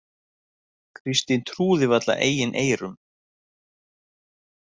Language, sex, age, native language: Icelandic, male, 30-39, Icelandic